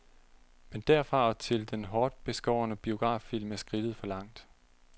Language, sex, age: Danish, male, 30